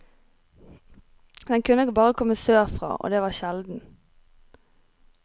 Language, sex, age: Norwegian, female, 23